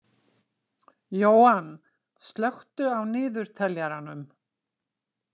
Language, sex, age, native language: Icelandic, female, 60-69, Icelandic